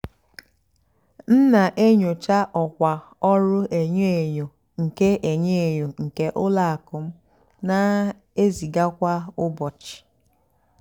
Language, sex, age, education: Igbo, female, 15-29, tertiary